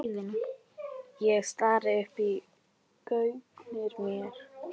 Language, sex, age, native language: Icelandic, female, 10, Icelandic